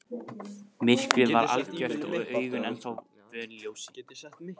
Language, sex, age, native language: Icelandic, male, 15, Icelandic